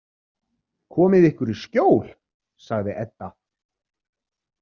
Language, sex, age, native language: Icelandic, male, 30-39, Icelandic